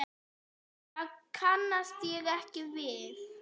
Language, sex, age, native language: Icelandic, female, 8, Icelandic